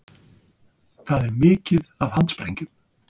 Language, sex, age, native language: Icelandic, male, 60-69, Icelandic